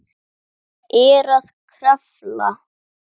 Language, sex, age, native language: Icelandic, female, 10, Icelandic